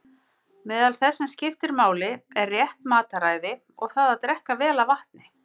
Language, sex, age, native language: Icelandic, female, 50-59, Icelandic